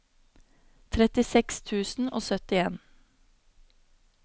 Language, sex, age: Norwegian, female, 26